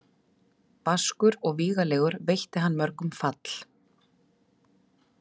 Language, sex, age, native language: Icelandic, female, 30-39, Icelandic